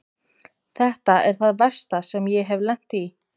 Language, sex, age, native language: Icelandic, female, 20-29, Icelandic